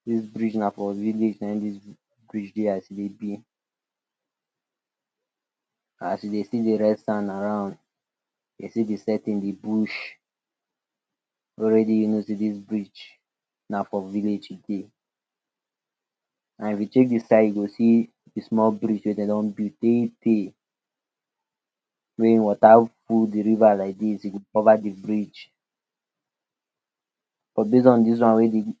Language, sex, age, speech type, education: Nigerian Pidgin, male, 46-60, spontaneous, tertiary